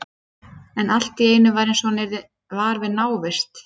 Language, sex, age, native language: Icelandic, female, 30-39, Icelandic